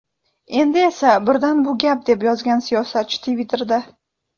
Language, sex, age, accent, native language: Uzbek, female, 18-24, Andijon, Uzbek